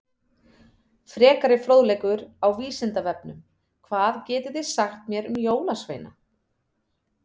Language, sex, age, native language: Icelandic, female, 30-39, Icelandic